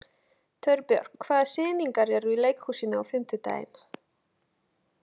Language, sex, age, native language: Icelandic, female, 30-39, Polish